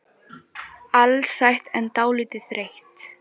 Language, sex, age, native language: Icelandic, female, 10, Icelandic